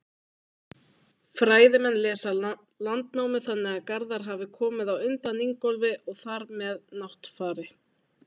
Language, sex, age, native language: Icelandic, female, 20-29, Icelandic